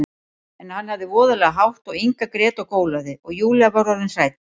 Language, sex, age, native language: Icelandic, female, 40-49, Icelandic